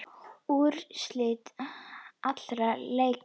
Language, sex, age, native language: Icelandic, female, 10, Icelandic